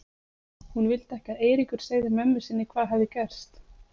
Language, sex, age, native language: Icelandic, female, 30-39, Icelandic